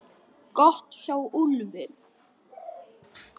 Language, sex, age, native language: Icelandic, male, 10, Icelandic